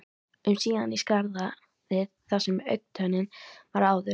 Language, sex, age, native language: Icelandic, female, 13, Icelandic